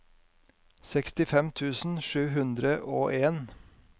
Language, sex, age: Norwegian, male, 50